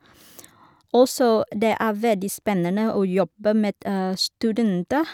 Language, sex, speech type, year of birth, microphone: Norwegian, female, spontaneous, 1983, Shure